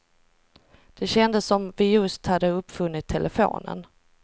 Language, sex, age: Swedish, female, 38